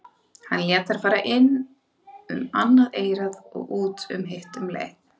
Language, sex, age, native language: Icelandic, female, 30-39, Icelandic